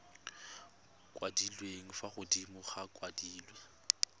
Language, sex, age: Tswana, male, 21